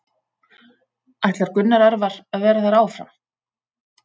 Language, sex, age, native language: Icelandic, female, 40-49, Icelandic